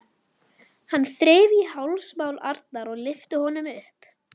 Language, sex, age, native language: Icelandic, female, 11, Icelandic